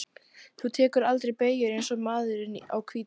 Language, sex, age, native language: Icelandic, female, 12, Icelandic